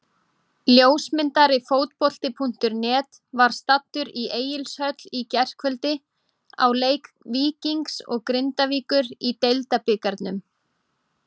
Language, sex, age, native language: Icelandic, female, 30-39, Icelandic